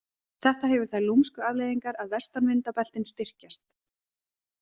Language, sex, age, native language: Icelandic, female, 20-29, Icelandic